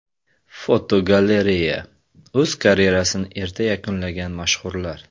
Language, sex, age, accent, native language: Uzbek, male, 25-34, Samarqand, Uzbek